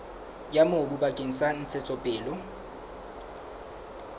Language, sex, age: Southern Sotho, male, 23